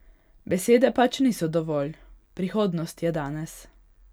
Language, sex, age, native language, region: Slovenian, female, 18-29, Hungarian, Pomurje region